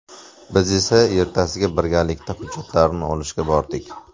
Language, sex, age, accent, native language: Uzbek, male, 25-34, Surxondaryo, Uzbek